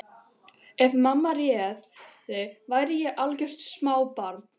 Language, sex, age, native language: Icelandic, other, 12, Icelandic